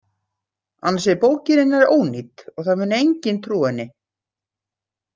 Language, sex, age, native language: Icelandic, female, 60-69, Icelandic